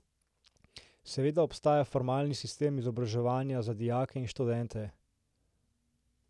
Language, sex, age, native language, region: Slovenian, male, 18-29, Slovenian, Central Slovenia